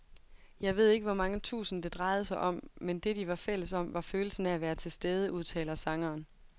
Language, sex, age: Danish, female, 22